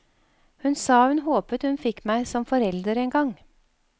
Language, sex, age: Norwegian, female, 52